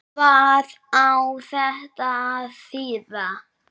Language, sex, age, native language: Icelandic, male, 7, Icelandic